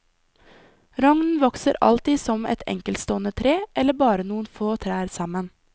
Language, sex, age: Norwegian, female, 20